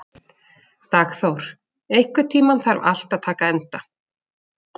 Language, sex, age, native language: Icelandic, female, 40-49, Icelandic